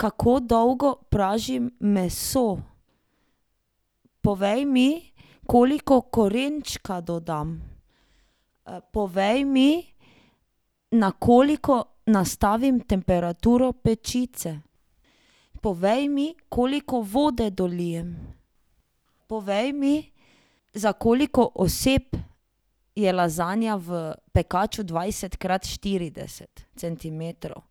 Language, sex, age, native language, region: Slovenian, female, 30-49, Slovenian, Drava region